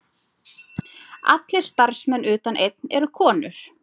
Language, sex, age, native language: Icelandic, female, 30-39, Icelandic